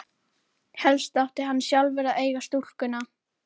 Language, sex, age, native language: Icelandic, female, 11, Icelandic